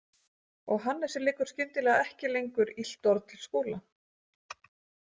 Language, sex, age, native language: Icelandic, female, 40-49, Icelandic